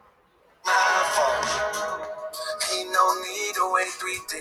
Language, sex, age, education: Yoruba, male, 15-29, tertiary